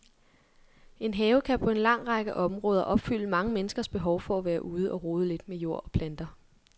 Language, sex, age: Danish, female, 23